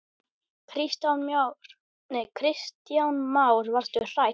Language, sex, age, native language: Icelandic, male, 10, Icelandic